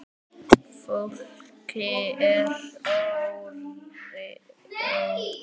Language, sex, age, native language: Icelandic, male, 9, Icelandic